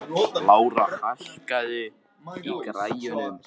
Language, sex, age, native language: Icelandic, male, 14, Icelandic